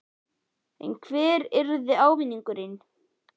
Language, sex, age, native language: Icelandic, male, 11, Icelandic